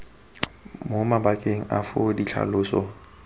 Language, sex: Tswana, male